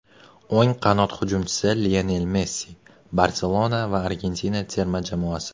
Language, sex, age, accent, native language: Uzbek, male, 19-29, Navoiy, Uzbek